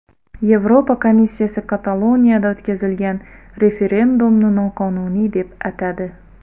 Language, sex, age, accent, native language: Uzbek, female, 30-39, Xorazm, Uzbek